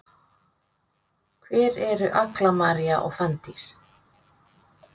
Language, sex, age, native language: Icelandic, female, 50-59, Icelandic